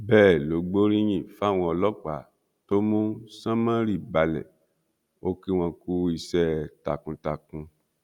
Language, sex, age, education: Yoruba, male, 46-60, tertiary